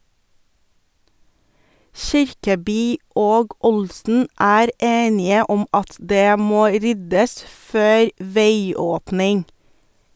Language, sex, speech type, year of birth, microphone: Norwegian, female, read, 1982, Sennheiser